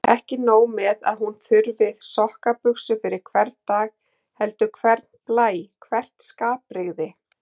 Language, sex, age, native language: Icelandic, female, 40-49, Icelandic